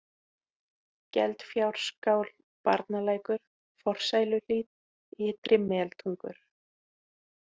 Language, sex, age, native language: Icelandic, female, 30-39, Icelandic